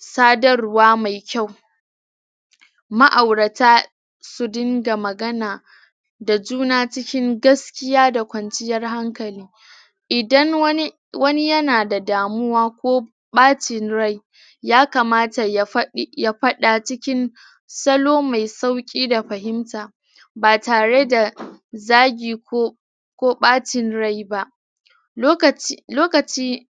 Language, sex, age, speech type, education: Hausa, female, 30-45, spontaneous, tertiary